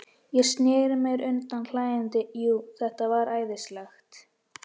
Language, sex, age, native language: Icelandic, male, 13, Icelandic